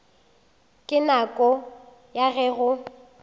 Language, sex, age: Northern Sotho, female, 19